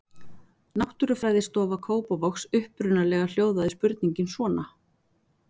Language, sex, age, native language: Icelandic, female, 40-49, Icelandic